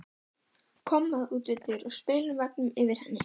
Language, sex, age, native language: Icelandic, female, 12, Icelandic